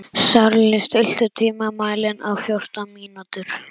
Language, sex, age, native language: Icelandic, male, 11, Icelandic